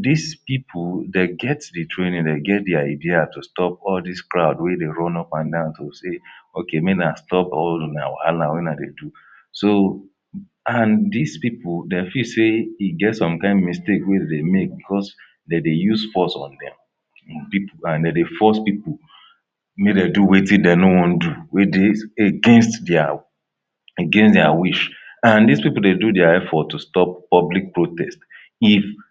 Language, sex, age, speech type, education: Nigerian Pidgin, male, 30-45, spontaneous, tertiary